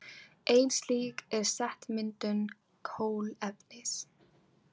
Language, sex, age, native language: Icelandic, female, 18-19, Icelandic